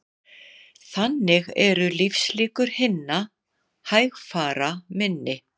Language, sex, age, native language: Icelandic, female, 60-69, Icelandic